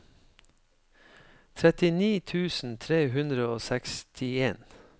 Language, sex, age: Norwegian, male, 53